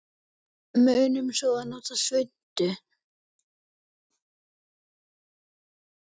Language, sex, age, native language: Icelandic, male, 8, Icelandic